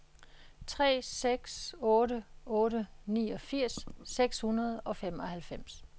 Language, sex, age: Danish, female, 66